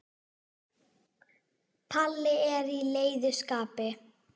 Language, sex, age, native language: Icelandic, female, 6, Icelandic